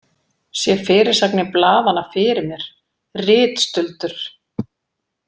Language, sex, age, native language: Icelandic, female, 40-49, Icelandic